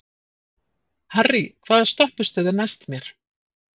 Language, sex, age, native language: Icelandic, female, 40-49, Icelandic